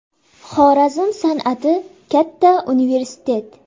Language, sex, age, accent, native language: Uzbek, female, 18-24, Toshkent viloyati, Uzbek